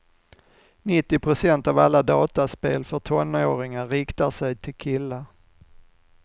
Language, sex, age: Swedish, male, 45